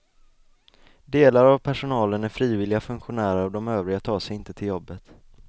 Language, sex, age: Swedish, male, 20